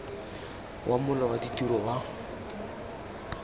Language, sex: Tswana, male